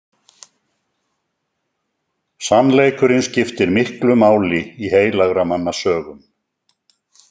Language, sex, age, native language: Icelandic, male, 70-79, Icelandic